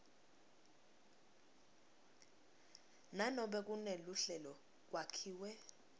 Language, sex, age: Swati, female, 21